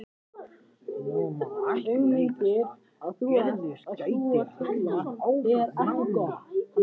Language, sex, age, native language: Icelandic, male, 14, Icelandic